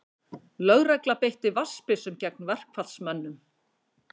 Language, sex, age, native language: Icelandic, female, 50-59, Icelandic